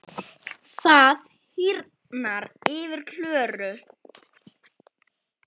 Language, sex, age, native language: Icelandic, male, 10, Icelandic